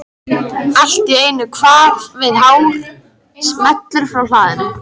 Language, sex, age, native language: Icelandic, female, 13, Icelandic